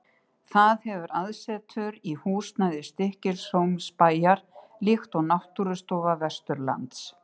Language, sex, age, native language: Icelandic, female, 60-69, Icelandic